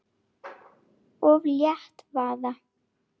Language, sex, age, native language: Icelandic, female, 9, Icelandic